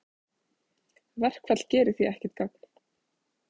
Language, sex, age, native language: Icelandic, female, 20-29, Icelandic